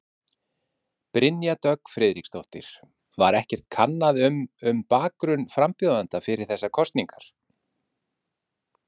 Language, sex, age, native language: Icelandic, male, 50-59, Icelandic